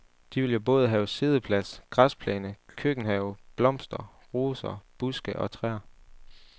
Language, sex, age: Danish, male, 18